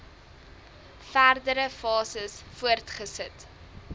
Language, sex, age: Afrikaans, female, 23